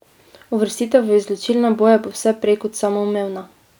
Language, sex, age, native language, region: Slovenian, female, 18-29, Slovenian, Drava region